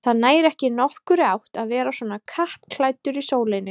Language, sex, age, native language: Icelandic, female, 30-39, Icelandic